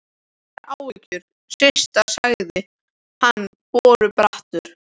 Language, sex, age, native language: Icelandic, other, 13, Icelandic